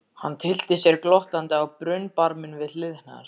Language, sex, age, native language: Icelandic, other, 14, Icelandic